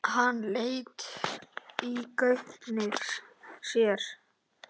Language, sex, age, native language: Icelandic, male, 8, Icelandic